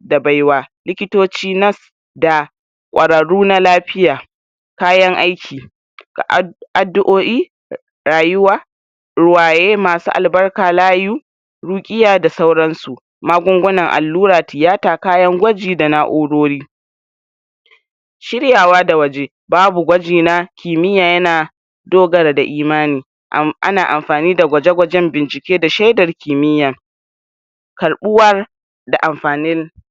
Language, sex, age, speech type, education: Hausa, male, 46-60, spontaneous, tertiary